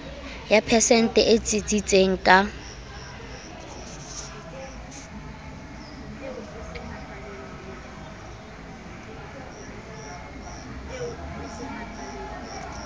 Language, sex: Southern Sotho, female